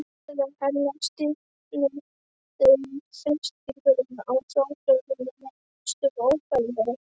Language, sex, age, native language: Icelandic, female, 12, Icelandic